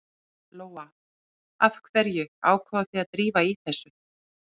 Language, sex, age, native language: Icelandic, female, 40-49, Icelandic